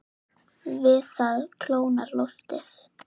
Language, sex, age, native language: Icelandic, female, 9, Icelandic